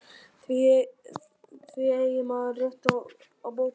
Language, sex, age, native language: Icelandic, female, 50-59, Icelandic